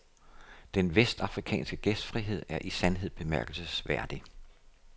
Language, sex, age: Danish, male, 57